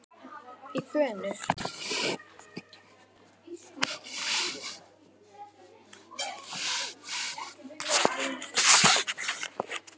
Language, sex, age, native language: Icelandic, female, 10, Icelandic